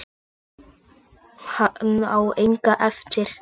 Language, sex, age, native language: Icelandic, male, 8, Icelandic